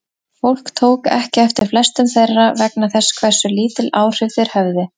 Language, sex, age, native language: Icelandic, female, 20-29, Icelandic